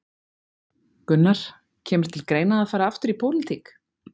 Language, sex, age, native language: Icelandic, female, 40-49, Icelandic